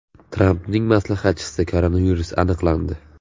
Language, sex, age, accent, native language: Uzbek, male, 18-24, Navoiy, Uzbek